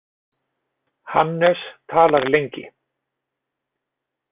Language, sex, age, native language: Icelandic, male, 40-49, Icelandic